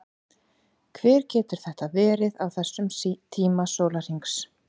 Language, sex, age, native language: Icelandic, female, 40-49, Icelandic